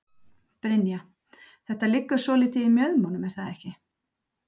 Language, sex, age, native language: Icelandic, female, 30-39, Icelandic